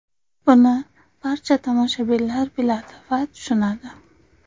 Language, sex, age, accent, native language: Uzbek, female, 25-34, Qashqadaryo, Uzbek